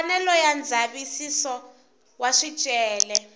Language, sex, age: Tsonga, female, 19